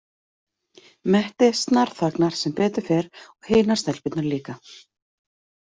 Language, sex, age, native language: Icelandic, female, 40-49, Icelandic